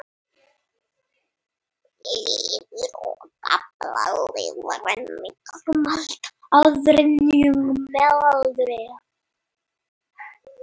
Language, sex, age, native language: Icelandic, female, 30-39, Icelandic